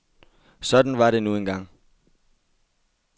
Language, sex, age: Danish, male, 22